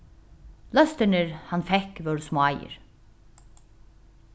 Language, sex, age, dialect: Faroese, female, 36-60, Norðuroyggjar